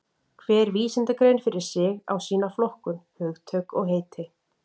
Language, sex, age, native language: Icelandic, female, 40-49, Icelandic